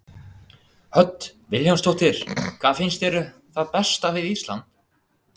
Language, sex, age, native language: Icelandic, male, 18-19, Icelandic